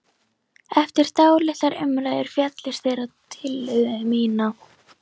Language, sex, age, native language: Icelandic, female, 11, Icelandic